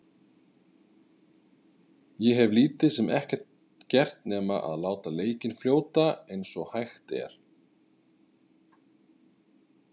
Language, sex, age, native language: Icelandic, male, 30-39, Icelandic